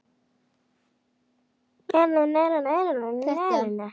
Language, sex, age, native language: Icelandic, female, 11, Icelandic